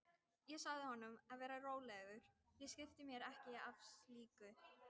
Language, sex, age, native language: Icelandic, female, 18-19, Icelandic